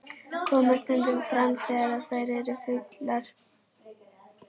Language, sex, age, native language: Icelandic, female, 11, Icelandic